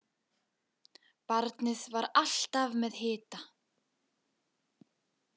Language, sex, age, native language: Icelandic, female, 20-29, Icelandic